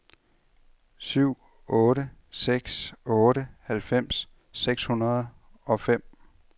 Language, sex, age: Danish, male, 33